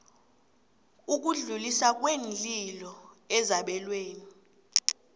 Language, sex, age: South Ndebele, female, 26